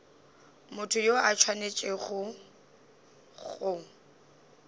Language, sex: Northern Sotho, female